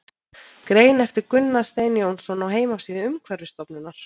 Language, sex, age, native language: Icelandic, female, 30-39, Icelandic